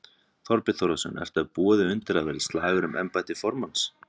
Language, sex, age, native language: Icelandic, male, 30-39, Icelandic